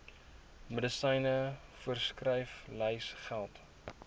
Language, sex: Afrikaans, male